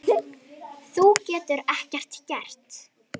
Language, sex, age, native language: Icelandic, male, 18-19, Icelandic